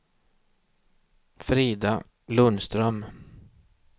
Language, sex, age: Swedish, male, 36